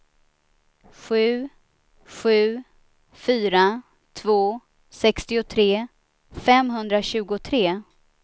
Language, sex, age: Swedish, female, 29